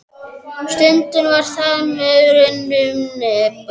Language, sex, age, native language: Icelandic, male, 12, Icelandic